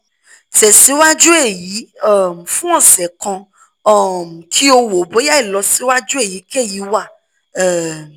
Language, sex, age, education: Yoruba, female, 15-29, tertiary